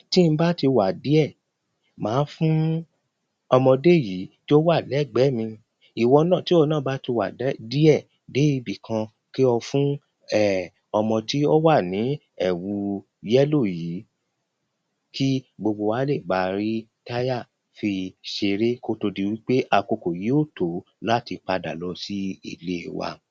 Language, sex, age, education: Yoruba, male, 30-45, primary